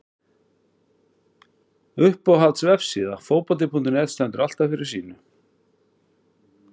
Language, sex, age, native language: Icelandic, male, 40-49, Icelandic